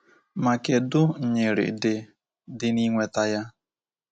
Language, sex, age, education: Igbo, male, 15-29, tertiary